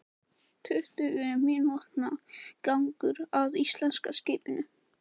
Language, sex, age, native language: Icelandic, male, 14, Icelandic